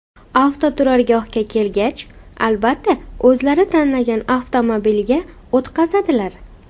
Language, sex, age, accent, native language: Uzbek, female, 18-24, Farg'ona, Uzbek